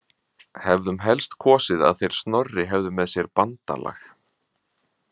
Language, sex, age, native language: Icelandic, male, 40-49, Icelandic